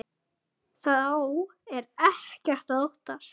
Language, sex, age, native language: Icelandic, male, 9, Icelandic